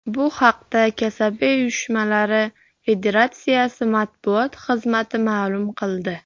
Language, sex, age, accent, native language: Uzbek, female, 40-49, Farg'ona, Uzbek